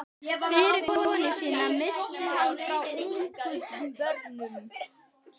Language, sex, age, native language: Icelandic, female, 12, Icelandic